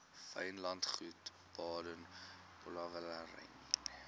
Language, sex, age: Afrikaans, male, 19